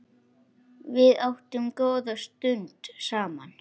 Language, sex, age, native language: Icelandic, male, 8, Icelandic